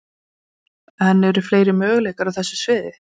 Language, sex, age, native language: Icelandic, female, 20-29, Icelandic